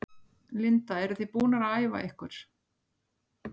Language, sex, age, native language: Icelandic, female, 60-69, Icelandic